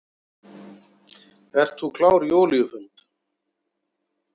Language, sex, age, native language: Icelandic, male, 40-49, Icelandic